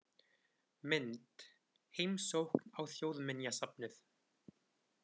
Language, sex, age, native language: Icelandic, male, 20-29, Icelandic